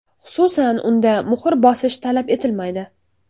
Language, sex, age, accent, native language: Uzbek, female, under 19, Toshkent viloyati, Uzbek